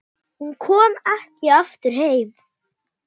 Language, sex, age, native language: Icelandic, male, 9, Icelandic